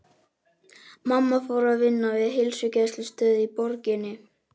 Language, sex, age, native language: Icelandic, male, 11, Icelandic